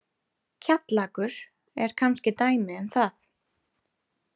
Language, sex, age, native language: Icelandic, female, 30-39, Icelandic